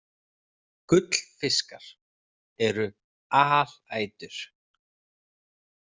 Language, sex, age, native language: Icelandic, male, 30-39, Icelandic